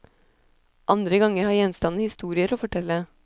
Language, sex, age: Norwegian, female, 26